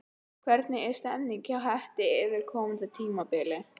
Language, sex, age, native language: Icelandic, female, 12, Icelandic